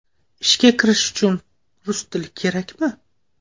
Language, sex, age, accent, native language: Uzbek, female, 18-24, Toshkent viloyati, Uzbek